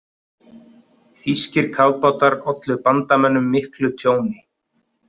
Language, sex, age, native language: Icelandic, male, 30-39, Icelandic